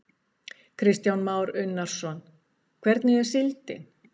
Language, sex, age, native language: Icelandic, female, 60-69, Icelandic